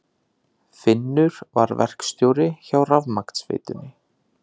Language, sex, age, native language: Icelandic, male, 30-39, Icelandic